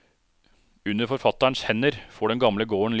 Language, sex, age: Norwegian, male, 36